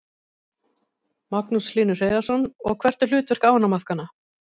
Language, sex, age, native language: Icelandic, female, 50-59, Icelandic